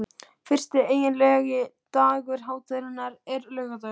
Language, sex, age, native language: Icelandic, male, 12, Icelandic